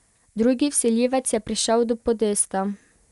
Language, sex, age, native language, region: Slovenian, female, 18-29, Slovenian, Pomurje region